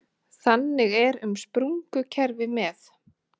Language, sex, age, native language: Icelandic, female, 30-39, Icelandic